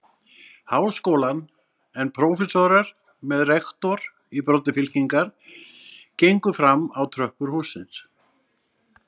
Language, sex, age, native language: Icelandic, male, 60-69, Icelandic